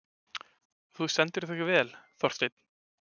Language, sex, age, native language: Icelandic, male, 20-29, Icelandic